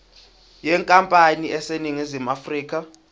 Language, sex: Zulu, male